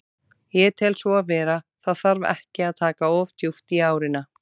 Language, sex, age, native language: Icelandic, female, 30-39, Icelandic